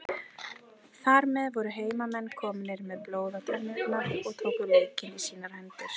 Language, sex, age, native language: Icelandic, female, 30-39, Icelandic